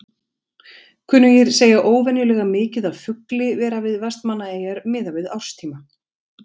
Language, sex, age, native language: Icelandic, female, 40-49, Icelandic